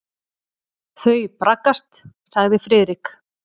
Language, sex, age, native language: Icelandic, female, 40-49, Icelandic